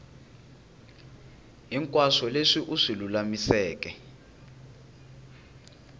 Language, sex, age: Tsonga, male, 19